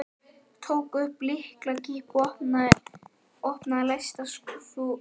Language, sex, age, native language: Icelandic, male, 12, Japanese